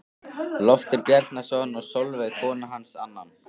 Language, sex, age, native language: Icelandic, male, 13, Icelandic